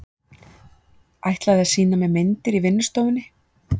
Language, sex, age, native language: Icelandic, female, 40-49, Icelandic